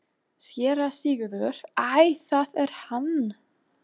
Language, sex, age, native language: Icelandic, female, 20-29, German